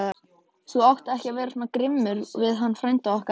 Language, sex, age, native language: Icelandic, male, 13, Icelandic